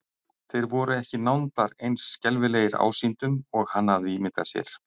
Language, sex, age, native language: Icelandic, male, 60-69, Icelandic